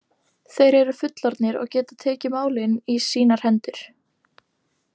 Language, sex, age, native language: Icelandic, female, 18-19, Icelandic